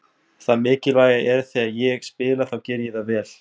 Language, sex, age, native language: Icelandic, male, 20-29, Icelandic